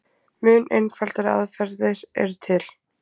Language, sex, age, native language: Icelandic, female, 20-29, Icelandic